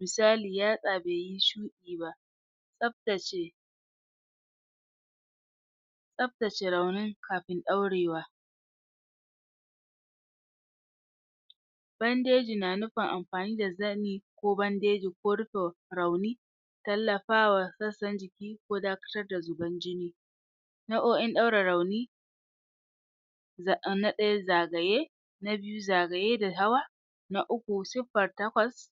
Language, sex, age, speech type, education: Hausa, male, 30-45, spontaneous, tertiary